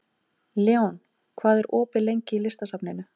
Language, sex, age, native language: Icelandic, female, 18-19, Icelandic